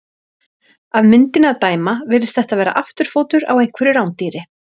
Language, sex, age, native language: Icelandic, female, 30-39, Icelandic